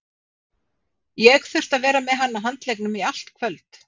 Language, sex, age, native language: Icelandic, female, 50-59, Icelandic